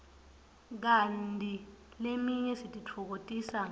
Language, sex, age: Swati, female, 21